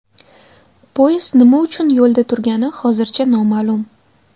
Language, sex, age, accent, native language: Uzbek, female, 18-24, Qashqadaryo, Uzbek